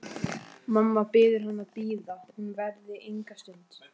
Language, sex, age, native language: Icelandic, female, 14, Icelandic